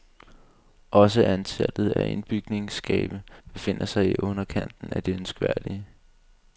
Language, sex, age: Danish, male, 22